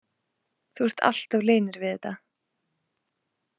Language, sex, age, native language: Icelandic, female, 20-29, Icelandic